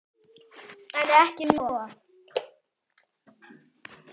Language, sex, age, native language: Icelandic, male, 10, Icelandic